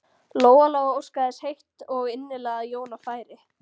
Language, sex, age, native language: Icelandic, female, 13, Icelandic